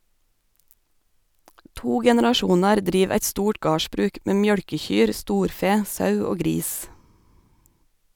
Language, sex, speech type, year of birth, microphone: Norwegian, female, read, 1985, Sennheiser